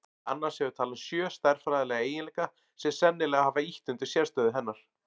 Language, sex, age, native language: Icelandic, male, 40-49, Icelandic